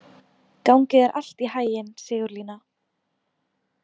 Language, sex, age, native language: Icelandic, female, 20-29, Icelandic